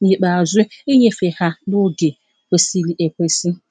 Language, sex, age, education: Igbo, female, 30-45, primary